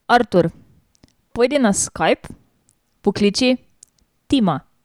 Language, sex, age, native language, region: Slovenian, female, 18-29, Slovenian, Drava region